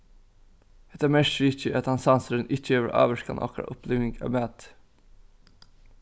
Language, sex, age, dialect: Faroese, male, 15-35, Norðuroyggjar